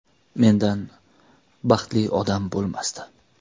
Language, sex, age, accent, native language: Uzbek, male, 19-29, Toshkent shahri, Uzbek